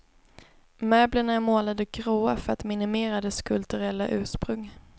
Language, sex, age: Swedish, female, 22